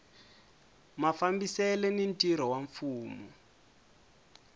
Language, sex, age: Tsonga, male, 22